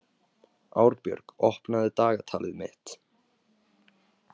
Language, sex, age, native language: Icelandic, male, 18-19, Icelandic